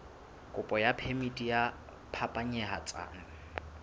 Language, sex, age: Southern Sotho, male, 22